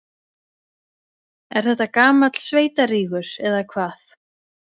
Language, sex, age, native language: Icelandic, female, 20-29, Icelandic